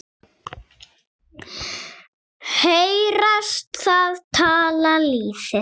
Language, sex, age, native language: Icelandic, female, 6, Icelandic